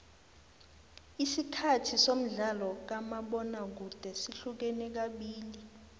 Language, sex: South Ndebele, female